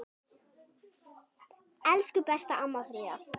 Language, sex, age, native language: Icelandic, female, 10, Icelandic